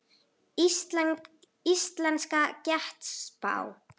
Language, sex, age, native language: Icelandic, female, 8, Icelandic